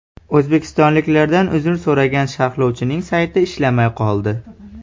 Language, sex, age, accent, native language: Uzbek, male, 18-24, Farg'ona, Uzbek